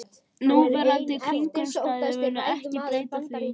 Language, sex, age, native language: Icelandic, male, 18-19, Icelandic